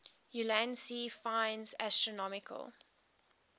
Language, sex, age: English, female, 18